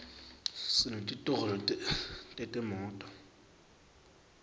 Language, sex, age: Swati, male, 19